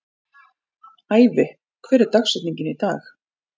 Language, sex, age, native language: Icelandic, female, 40-49, Icelandic